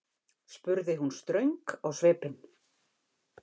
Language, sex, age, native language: Icelandic, female, 50-59, Icelandic